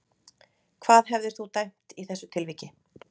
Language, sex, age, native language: Icelandic, female, 40-49, Icelandic